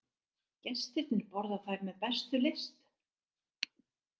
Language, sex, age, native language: Icelandic, female, 60-69, Icelandic